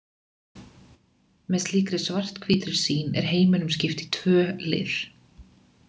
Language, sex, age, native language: Icelandic, female, 20-29, Icelandic